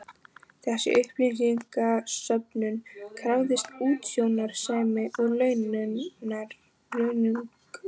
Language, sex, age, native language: Icelandic, female, 15, Icelandic